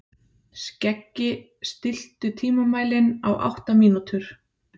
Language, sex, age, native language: Icelandic, female, 30-39, Icelandic